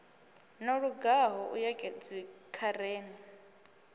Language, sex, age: Venda, female, 24